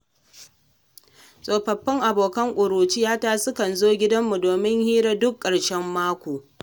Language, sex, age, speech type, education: Hausa, female, 30-45, read, secondary